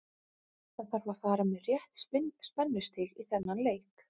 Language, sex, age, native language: Icelandic, female, 30-39, Icelandic